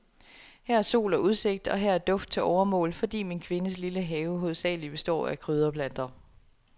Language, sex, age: Danish, female, 27